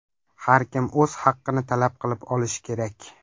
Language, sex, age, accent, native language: Uzbek, male, under 19, Farg'ona, Uzbek